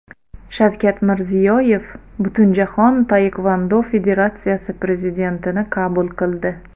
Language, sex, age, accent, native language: Uzbek, female, 30-39, Xorazm, Uzbek